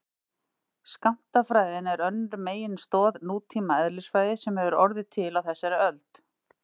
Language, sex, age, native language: Icelandic, female, 50-59, Icelandic